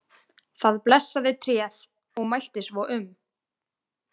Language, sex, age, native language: Icelandic, female, 20-29, Icelandic